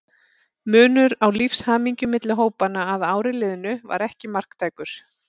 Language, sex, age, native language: Icelandic, female, 40-49, Icelandic